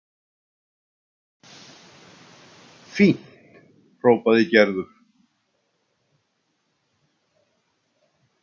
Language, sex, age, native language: Icelandic, male, 60-69, Icelandic